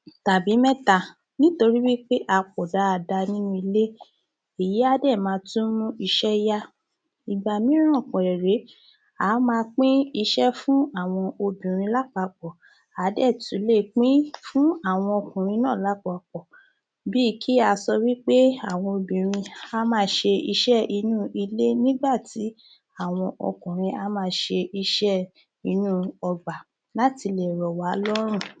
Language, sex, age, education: Yoruba, female, 30-45, tertiary